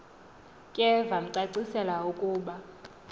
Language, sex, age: Xhosa, female, 20